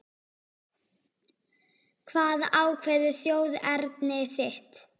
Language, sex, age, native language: Icelandic, female, 10, Icelandic